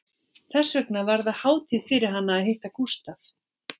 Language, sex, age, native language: Icelandic, female, 40-49, Icelandic